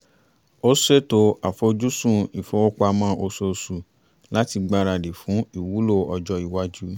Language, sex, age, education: Yoruba, male, 30-45, tertiary